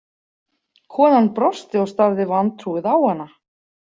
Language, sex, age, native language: Icelandic, female, 40-49, Icelandic